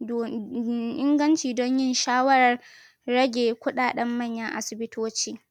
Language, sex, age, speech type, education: Hausa, female, 15-29, spontaneous, tertiary